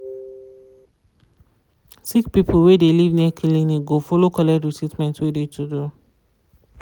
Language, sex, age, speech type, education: Nigerian Pidgin, female, 15-29, spontaneous, tertiary